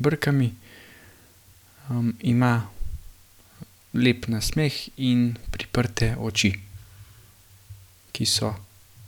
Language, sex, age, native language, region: Slovenian, male, 18-29, Slovenian, Gorenjska region